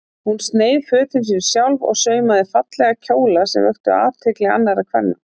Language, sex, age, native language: Icelandic, female, 40-49, Icelandic